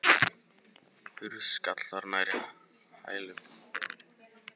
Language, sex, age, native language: Icelandic, male, 18-19, Icelandic